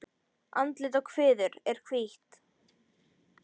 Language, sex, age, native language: Icelandic, female, 10, Icelandic